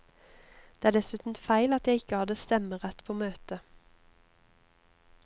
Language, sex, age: Norwegian, female, 25